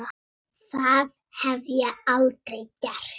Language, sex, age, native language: Icelandic, female, 6, Icelandic